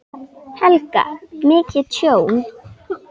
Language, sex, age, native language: Icelandic, female, 10, Icelandic